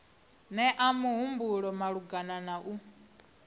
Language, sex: Venda, female